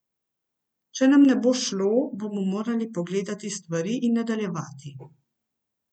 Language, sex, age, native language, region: Slovenian, female, 50-59, Slovenian, Central Slovenia